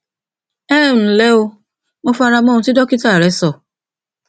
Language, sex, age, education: Yoruba, female, 46-60, tertiary